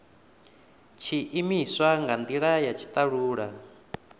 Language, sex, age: Venda, male, 28